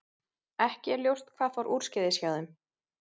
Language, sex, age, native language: Icelandic, female, 30-39, Icelandic